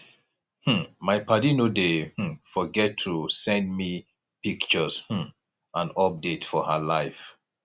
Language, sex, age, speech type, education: Nigerian Pidgin, male, 30-45, spontaneous, tertiary